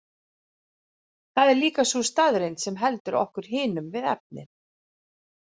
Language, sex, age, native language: Icelandic, female, 40-49, Icelandic